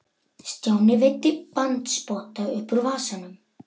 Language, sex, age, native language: Icelandic, male, 11, Icelandic